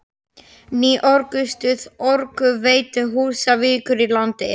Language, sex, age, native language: Icelandic, male, 11, Slovak